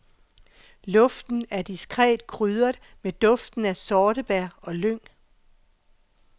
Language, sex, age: Danish, female, 48